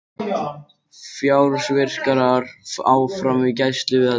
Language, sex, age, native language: Icelandic, male, 20-29, Icelandic